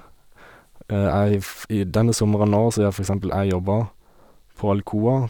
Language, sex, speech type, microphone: Norwegian, male, spontaneous, Sennheiser